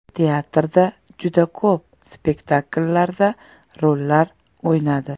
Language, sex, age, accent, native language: Uzbek, female, 25-34, Toshkent shahri, Uzbek